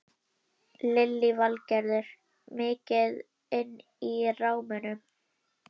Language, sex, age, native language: Icelandic, female, 11, Icelandic